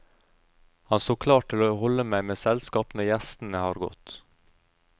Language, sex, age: Norwegian, male, 32